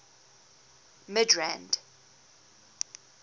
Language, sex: English, female